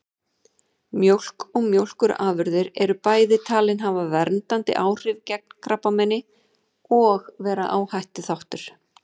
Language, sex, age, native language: Icelandic, female, 40-49, Icelandic